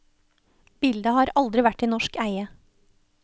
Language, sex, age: Norwegian, female, 29